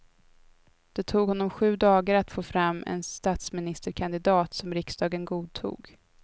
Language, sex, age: Swedish, female, 22